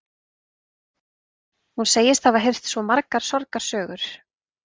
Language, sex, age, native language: Icelandic, female, 30-39, Icelandic